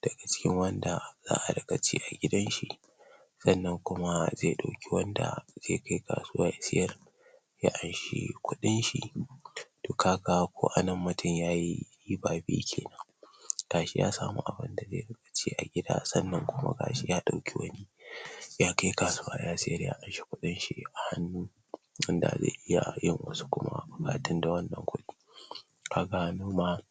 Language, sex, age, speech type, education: Hausa, male, 15-29, spontaneous, tertiary